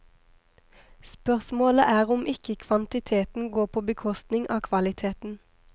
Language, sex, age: Norwegian, female, 23